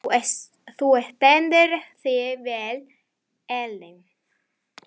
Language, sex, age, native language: Icelandic, female, 11, Spanish